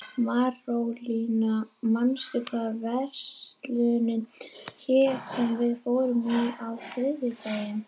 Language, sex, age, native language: Icelandic, female, 11, Icelandic